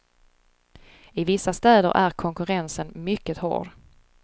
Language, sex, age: Swedish, female, 35